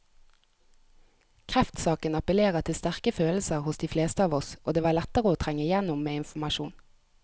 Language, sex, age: Norwegian, female, 30